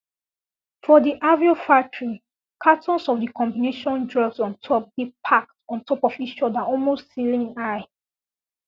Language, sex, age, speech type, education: Nigerian Pidgin, female, 15-29, spontaneous, secondary